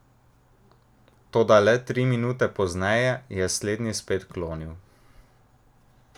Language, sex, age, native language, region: Slovenian, male, 18-29, Slovenian, Drava region